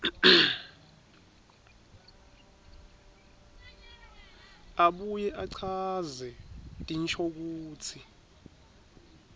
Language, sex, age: Swati, male, 23